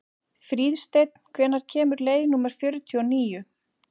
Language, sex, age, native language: Icelandic, female, 40-49, Icelandic